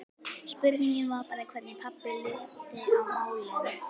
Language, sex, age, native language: Icelandic, female, 11, Icelandic